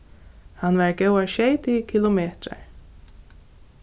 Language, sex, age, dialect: Faroese, female, 15-35, Norðuroyggjar